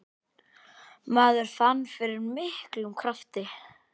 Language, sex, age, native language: Icelandic, male, 8, Icelandic